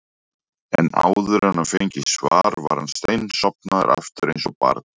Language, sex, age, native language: Icelandic, male, 40-49, Icelandic